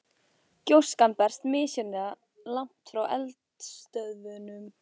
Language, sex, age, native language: Icelandic, female, 14, Icelandic